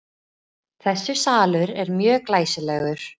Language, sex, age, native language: Icelandic, female, 20-29, Icelandic